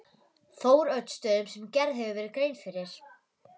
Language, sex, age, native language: Icelandic, female, 11, Icelandic